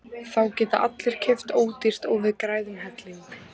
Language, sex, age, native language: Icelandic, female, 14, Icelandic